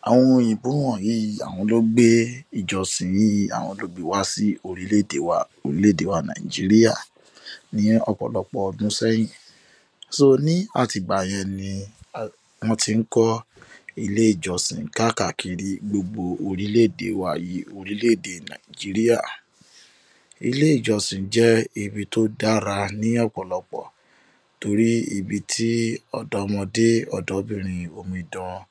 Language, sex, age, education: Yoruba, male, 15-29, tertiary